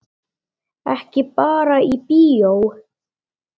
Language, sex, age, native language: Icelandic, male, 9, Icelandic